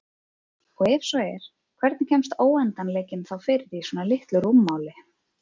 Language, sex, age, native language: Icelandic, female, 30-39, Icelandic